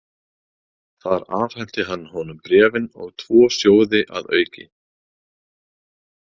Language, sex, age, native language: Icelandic, male, 30-39, Icelandic